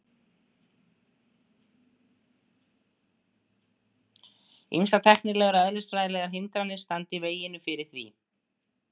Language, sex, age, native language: Icelandic, female, 60-69, Icelandic